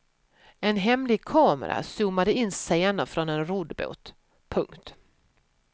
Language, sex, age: Swedish, female, 44